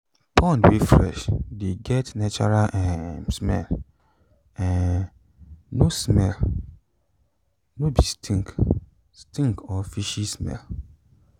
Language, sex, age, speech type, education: Nigerian Pidgin, male, 15-29, spontaneous, tertiary